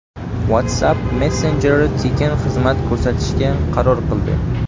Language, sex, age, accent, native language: Uzbek, male, 18-24, Jizzax, Uzbek